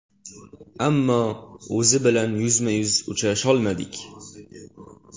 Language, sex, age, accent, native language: Uzbek, male, 18-24, Toshkent shahri, Uzbek